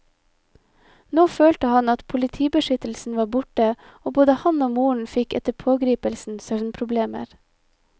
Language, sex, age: Norwegian, female, 25